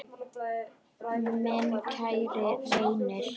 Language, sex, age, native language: Icelandic, other, 10, Icelandic